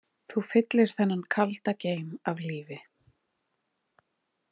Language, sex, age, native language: Icelandic, female, 30-39, Icelandic